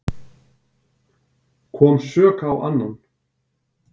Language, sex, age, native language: Icelandic, male, 60-69, Icelandic